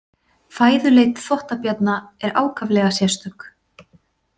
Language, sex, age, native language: Icelandic, female, 40-49, Icelandic